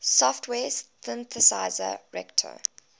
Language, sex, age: English, female, 20